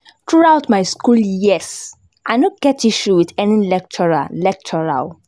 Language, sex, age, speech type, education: Nigerian Pidgin, female, 15-29, spontaneous, tertiary